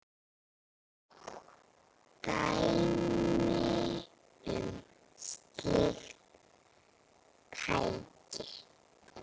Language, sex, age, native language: Icelandic, female, 9, Icelandic